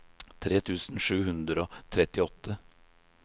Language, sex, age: Norwegian, male, 56